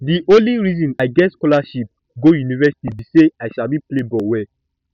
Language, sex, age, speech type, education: Nigerian Pidgin, male, 15-29, spontaneous, tertiary